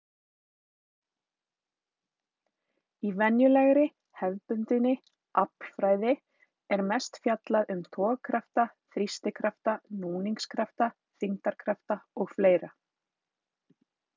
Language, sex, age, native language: Icelandic, female, 30-39, Icelandic